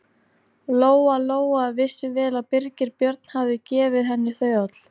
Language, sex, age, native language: Icelandic, female, 40-49, Icelandic